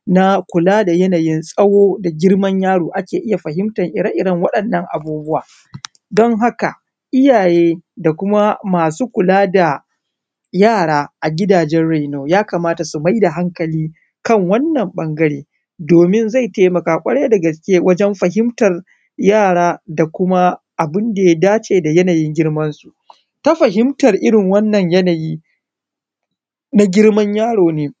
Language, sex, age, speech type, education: Hausa, male, 30-45, spontaneous, primary